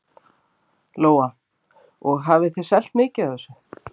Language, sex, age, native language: Icelandic, female, 50-59, Icelandic